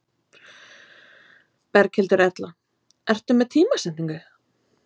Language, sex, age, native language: Icelandic, female, 20-29, Icelandic